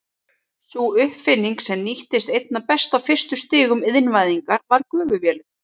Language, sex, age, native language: Icelandic, female, 30-39, Icelandic